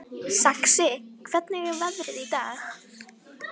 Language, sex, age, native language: Icelandic, female, 18-19, Icelandic